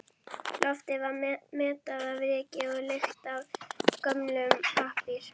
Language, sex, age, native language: Icelandic, female, 11, Icelandic